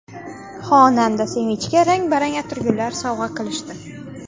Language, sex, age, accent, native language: Uzbek, female, 19-29, Xorazm, Uzbek